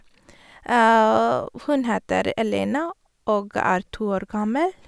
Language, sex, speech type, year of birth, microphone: Norwegian, female, spontaneous, 1983, Sennheiser